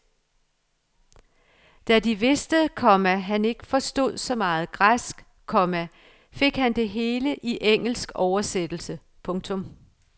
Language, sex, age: Danish, female, 55